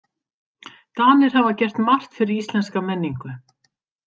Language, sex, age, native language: Icelandic, female, 50-59, Icelandic